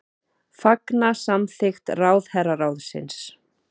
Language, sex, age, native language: Icelandic, female, 30-39, Icelandic